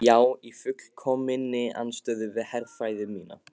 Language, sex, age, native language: Icelandic, male, 15, Icelandic